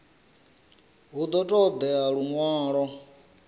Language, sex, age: Venda, male, 34